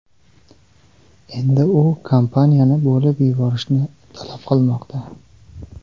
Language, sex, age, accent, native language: Uzbek, male, 18-24, Xorazm, Karakalpak